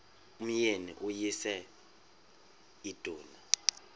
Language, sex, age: Xhosa, male, 31